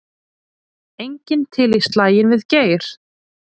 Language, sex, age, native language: Icelandic, female, 20-29, Icelandic